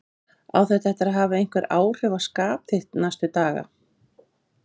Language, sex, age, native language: Icelandic, female, 50-59, Icelandic